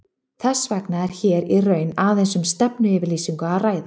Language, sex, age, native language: Icelandic, female, 30-39, Icelandic